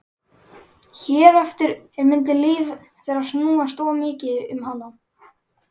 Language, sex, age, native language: Icelandic, male, 11, Icelandic